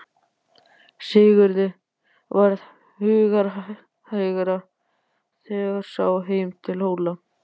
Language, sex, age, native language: Icelandic, male, 12, Icelandic